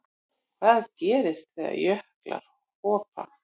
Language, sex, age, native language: Icelandic, female, 40-49, Icelandic